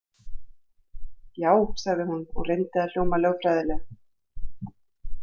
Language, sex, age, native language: Icelandic, female, 40-49, Icelandic